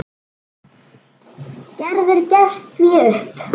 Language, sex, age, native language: Icelandic, female, 10, Icelandic